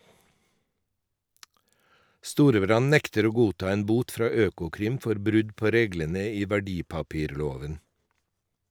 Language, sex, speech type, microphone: Norwegian, male, read, Shure